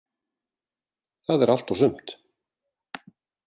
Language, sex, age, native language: Icelandic, male, 40-49, Icelandic